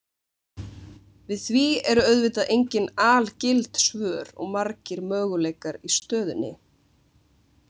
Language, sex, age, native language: Icelandic, female, 20-29, Icelandic